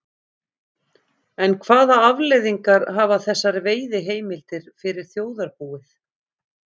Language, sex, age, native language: Icelandic, female, 50-59, Icelandic